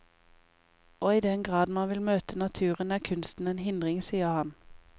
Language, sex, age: Norwegian, female, 28